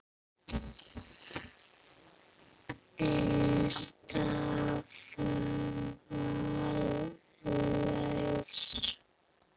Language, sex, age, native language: Icelandic, female, 8, Icelandic